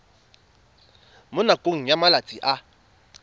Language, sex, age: Tswana, male, 22